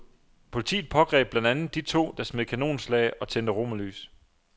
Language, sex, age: Danish, male, 27